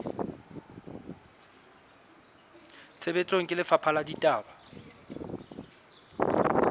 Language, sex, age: Southern Sotho, male, 24